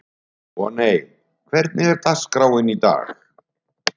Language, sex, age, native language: Icelandic, male, 70-79, Icelandic